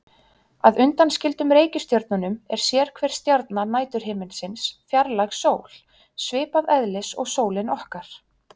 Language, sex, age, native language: Icelandic, female, 30-39, Icelandic